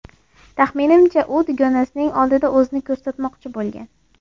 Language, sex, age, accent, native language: Uzbek, female, 18-24, Andijon, Uzbek